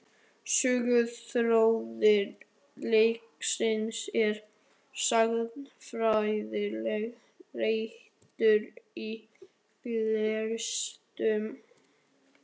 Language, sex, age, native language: Icelandic, male, 13, Icelandic